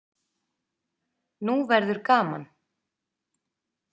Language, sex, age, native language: Icelandic, female, 30-39, Icelandic